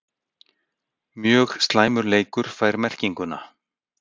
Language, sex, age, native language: Icelandic, male, 60-69, Icelandic